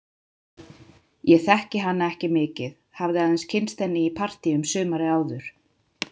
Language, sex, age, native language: Icelandic, female, 30-39, Icelandic